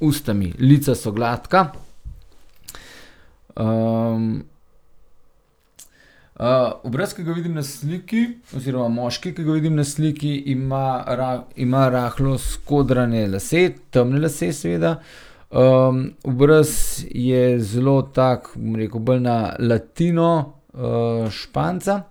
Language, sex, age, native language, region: Slovenian, male, 30-49, Slovenian, Gorenjska region